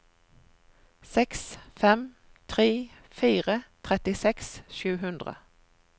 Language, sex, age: Norwegian, female, 41